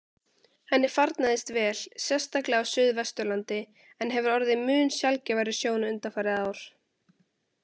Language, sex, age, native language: Icelandic, female, 18-19, Icelandic